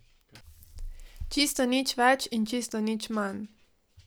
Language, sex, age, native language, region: Slovenian, female, 18-29, Slovenian, Savinja region